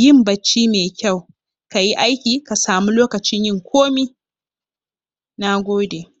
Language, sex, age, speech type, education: Hausa, female, 15-29, spontaneous, tertiary